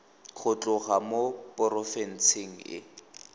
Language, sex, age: Tswana, male, 18